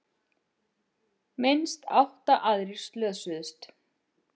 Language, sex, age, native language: Icelandic, female, 50-59, Icelandic